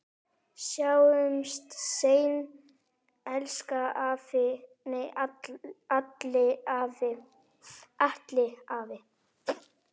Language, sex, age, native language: Icelandic, female, 9, Icelandic